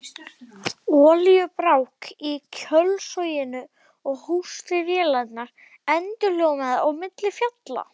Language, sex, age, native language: Icelandic, male, 12, Icelandic